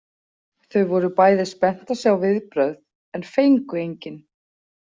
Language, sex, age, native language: Icelandic, female, 40-49, Icelandic